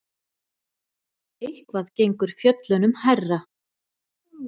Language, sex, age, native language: Icelandic, female, 40-49, Icelandic